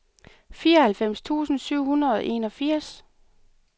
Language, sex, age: Danish, female, 38